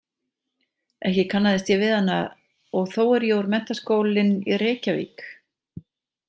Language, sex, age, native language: Icelandic, female, 40-49, Icelandic